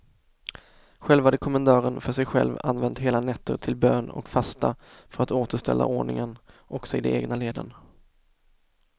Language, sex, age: Swedish, male, 24